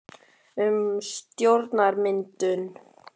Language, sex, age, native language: Icelandic, male, 12, Icelandic